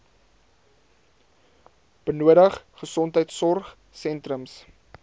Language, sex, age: Afrikaans, male, 22